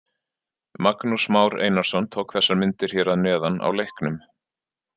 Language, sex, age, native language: Icelandic, male, 40-49, Icelandic